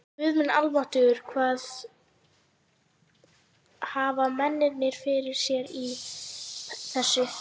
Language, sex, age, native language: Icelandic, female, 11, Icelandic